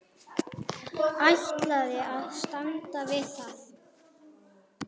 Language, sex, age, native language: Icelandic, male, 9, Icelandic